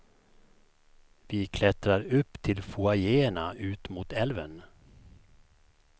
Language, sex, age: Swedish, male, 51